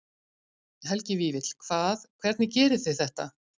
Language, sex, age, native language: Icelandic, female, 50-59, Icelandic